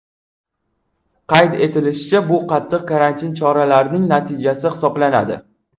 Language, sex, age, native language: Uzbek, female, 18-24, Uzbek